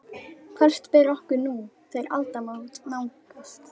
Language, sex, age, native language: Icelandic, female, 12, Icelandic